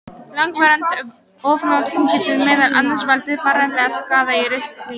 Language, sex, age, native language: Icelandic, female, 18-19, Icelandic